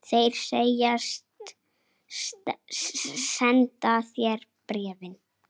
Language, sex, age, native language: Icelandic, female, 8, Icelandic